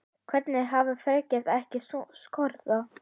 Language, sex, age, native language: Icelandic, female, 10, Icelandic